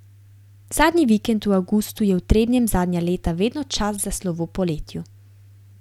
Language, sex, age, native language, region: Slovenian, female, 18-29, Slovenian, Gorenjska region